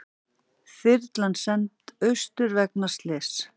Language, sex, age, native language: Icelandic, female, 40-49, Icelandic